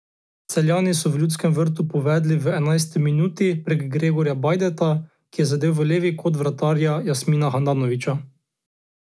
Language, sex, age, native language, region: Slovenian, male, 18-29, Slovenian, Drava region